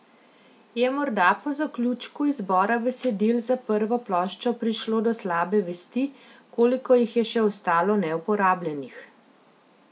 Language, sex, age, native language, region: Slovenian, female, 50-59, Slovenian, Central Slovenia